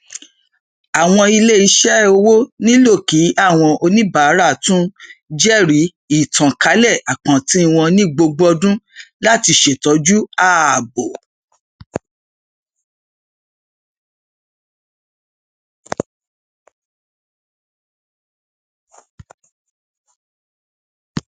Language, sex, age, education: Yoruba, female, 46-60, tertiary